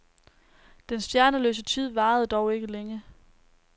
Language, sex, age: Danish, female, 19